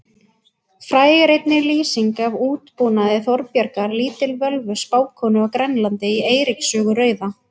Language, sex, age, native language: Icelandic, female, 20-29, Icelandic